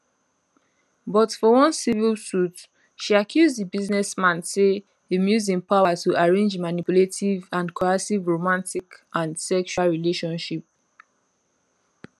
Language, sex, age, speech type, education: Nigerian Pidgin, female, 15-29, spontaneous, tertiary